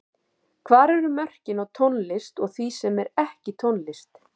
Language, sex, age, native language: Icelandic, female, 50-59, Icelandic